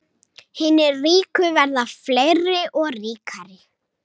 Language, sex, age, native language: Icelandic, female, 18-19, Icelandic